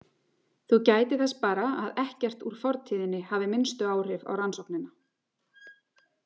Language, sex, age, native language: Icelandic, female, 40-49, Icelandic